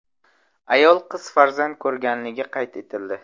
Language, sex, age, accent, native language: Uzbek, male, 25-34, Samarqand, Uzbek